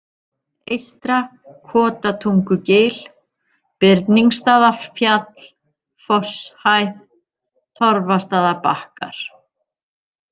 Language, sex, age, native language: Icelandic, female, 50-59, Icelandic